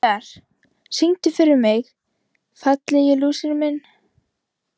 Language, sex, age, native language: Icelandic, female, 15, Icelandic